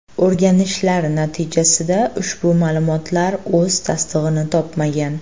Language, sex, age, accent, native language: Uzbek, female, 18-24, Farg'ona, Uzbek